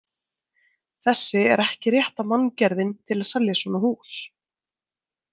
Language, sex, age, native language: Icelandic, female, 20-29, Icelandic